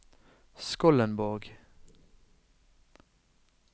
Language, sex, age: Norwegian, male, 32